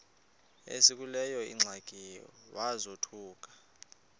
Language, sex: Xhosa, male